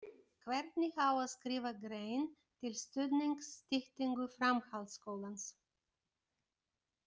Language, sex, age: Icelandic, female, 50-59